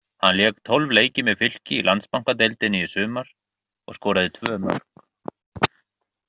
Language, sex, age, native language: Icelandic, male, 30-39, Icelandic